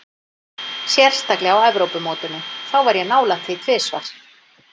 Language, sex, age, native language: Icelandic, female, 40-49, Icelandic